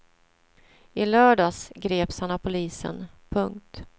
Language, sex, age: Swedish, female, 47